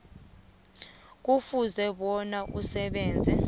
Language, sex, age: South Ndebele, female, 22